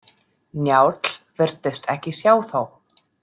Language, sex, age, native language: Icelandic, female, 30-39, German